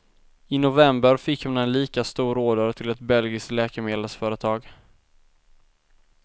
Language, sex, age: Swedish, male, 19